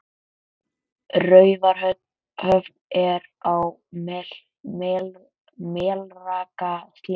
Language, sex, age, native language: Icelandic, male, 11, Icelandic